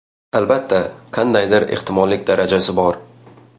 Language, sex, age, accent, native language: Uzbek, male, 19-29, Xorazm, Uzbek